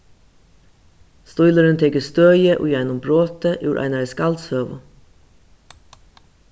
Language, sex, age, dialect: Faroese, female, 36-60, Suðurstreymoy